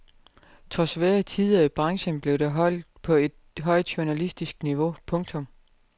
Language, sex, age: Danish, female, 32